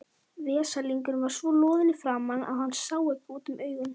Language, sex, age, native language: Icelandic, female, 18-19, Icelandic